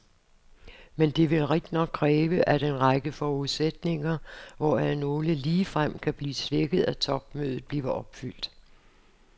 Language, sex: Danish, female